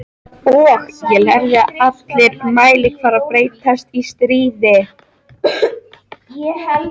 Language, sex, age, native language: Icelandic, female, 13, Icelandic